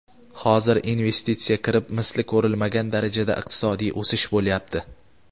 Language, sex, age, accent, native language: Uzbek, male, 18-24, Qashqadaryo, Uzbek